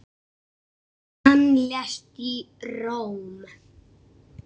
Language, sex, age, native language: Icelandic, male, 6, Icelandic